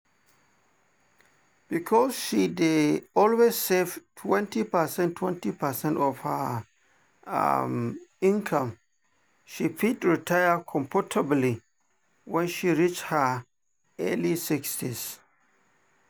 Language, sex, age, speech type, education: Nigerian Pidgin, male, 30-45, spontaneous, tertiary